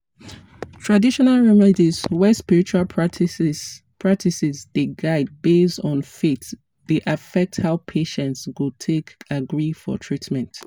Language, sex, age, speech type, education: Nigerian Pidgin, female, 30-45, spontaneous, tertiary